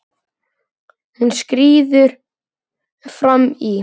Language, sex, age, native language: Icelandic, male, 10, Icelandic